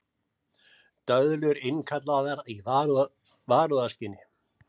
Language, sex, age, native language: Icelandic, male, 70-79, Icelandic